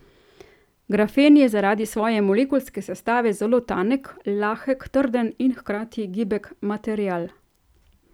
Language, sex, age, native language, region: Slovenian, female, 30-49, Slovenian, Central Slovenia